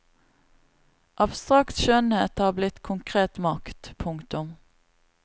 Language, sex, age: Norwegian, female, 36